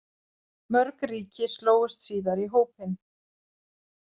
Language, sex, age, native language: Icelandic, female, 40-49, Icelandic